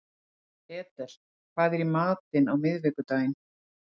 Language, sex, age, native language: Icelandic, female, 40-49, Icelandic